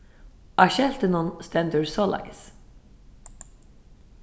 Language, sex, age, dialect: Faroese, female, 15-35, Suðurstreymoy